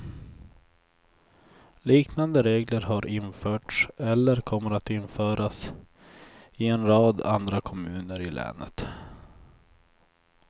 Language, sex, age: Swedish, male, 24